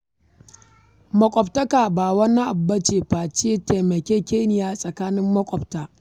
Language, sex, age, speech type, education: Hausa, female, 15-29, read, primary